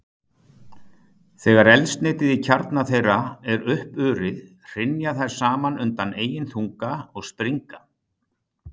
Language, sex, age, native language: Icelandic, male, 60-69, Icelandic